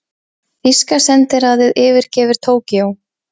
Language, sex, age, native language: Icelandic, female, 20-29, Icelandic